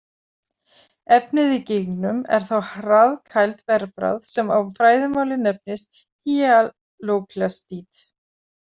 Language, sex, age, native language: Icelandic, female, 40-49, Icelandic